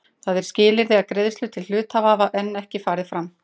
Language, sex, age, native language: Icelandic, female, 30-39, Icelandic